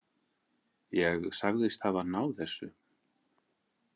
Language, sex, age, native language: Icelandic, male, 40-49, Icelandic